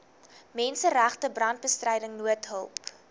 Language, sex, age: Afrikaans, female, 19